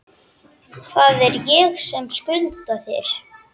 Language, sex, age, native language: Icelandic, male, 11, Icelandic